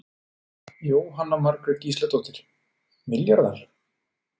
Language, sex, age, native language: Icelandic, male, 40-49, Icelandic